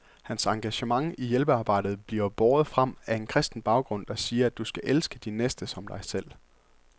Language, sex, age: Danish, male, 24